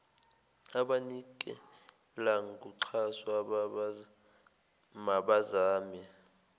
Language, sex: Zulu, male